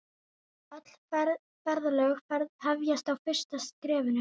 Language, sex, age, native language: Icelandic, female, 12, Icelandic